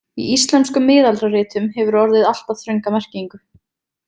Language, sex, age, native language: Icelandic, female, 20-29, Icelandic